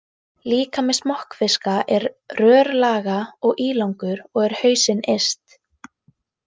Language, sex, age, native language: Icelandic, female, 18-19, Icelandic